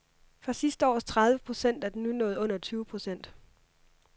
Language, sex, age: Danish, female, 26